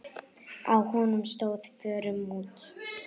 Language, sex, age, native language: Icelandic, female, 9, Icelandic